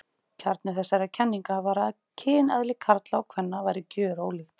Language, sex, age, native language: Icelandic, female, 30-39, Icelandic